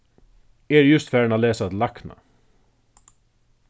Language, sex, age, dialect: Faroese, male, 36-60, Suðurstreymoy